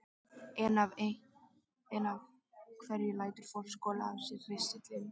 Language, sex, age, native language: Icelandic, female, 13, Icelandic